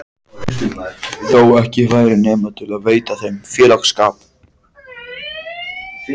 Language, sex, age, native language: Icelandic, male, 14, Icelandic